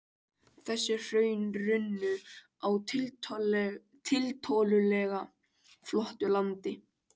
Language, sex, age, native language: Icelandic, male, 18-19, Icelandic